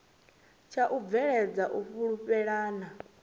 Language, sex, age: Venda, female, 24